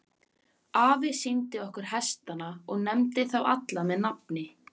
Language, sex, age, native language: Icelandic, female, 14, Icelandic